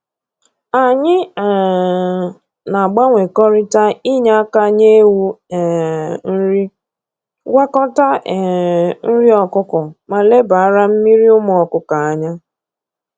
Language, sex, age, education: Igbo, female, 30-45, tertiary